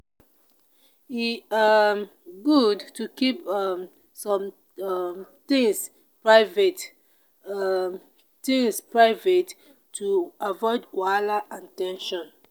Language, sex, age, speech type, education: Nigerian Pidgin, female, 30-45, spontaneous, tertiary